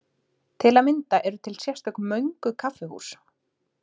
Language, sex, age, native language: Icelandic, female, 30-39, Icelandic